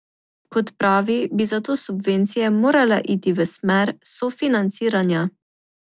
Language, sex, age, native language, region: Slovenian, female, 18-29, Slovenian, Drava region